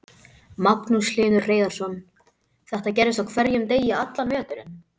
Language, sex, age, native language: Icelandic, male, 12, Icelandic